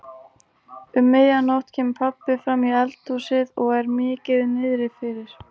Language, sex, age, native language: Icelandic, female, 18-19, Icelandic